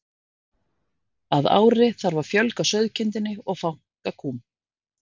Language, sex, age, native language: Icelandic, female, 50-59, Icelandic